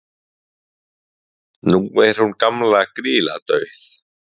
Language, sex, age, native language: Icelandic, male, 20-29, Icelandic